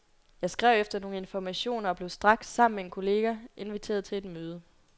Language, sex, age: Danish, female, 22